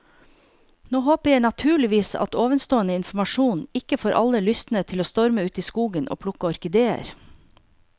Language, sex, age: Norwegian, female, 48